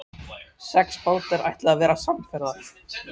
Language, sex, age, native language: Icelandic, male, 13, Icelandic